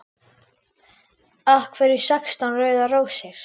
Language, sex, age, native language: Icelandic, female, 10, Icelandic